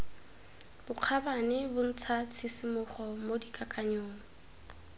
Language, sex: Tswana, female